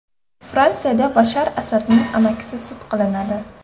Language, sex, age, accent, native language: Uzbek, female, 18-24, Andijon, Uzbek